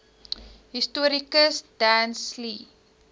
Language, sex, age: Afrikaans, female, 19